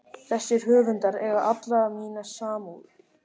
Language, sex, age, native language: Icelandic, male, 13, Icelandic